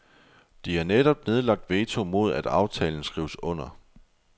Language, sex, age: Danish, male, 24